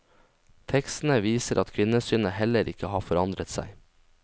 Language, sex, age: Norwegian, male, 19